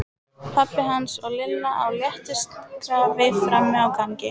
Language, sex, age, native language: Icelandic, female, 15, Icelandic